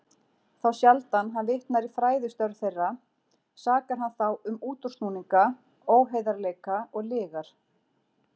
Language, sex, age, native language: Icelandic, female, 40-49, Icelandic